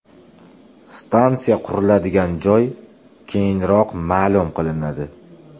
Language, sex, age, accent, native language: Uzbek, male, 25-34, Farg'ona, Uzbek